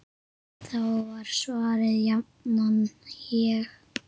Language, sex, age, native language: Icelandic, male, 8, Icelandic